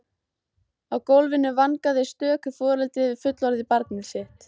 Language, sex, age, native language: Icelandic, female, 14, Icelandic